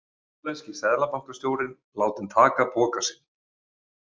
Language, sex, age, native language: Icelandic, male, 40-49, Icelandic